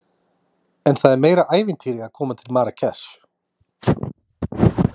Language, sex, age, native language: Icelandic, male, 30-39, Icelandic